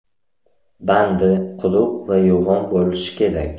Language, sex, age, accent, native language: Uzbek, male, 18-24, Samarqand, Uzbek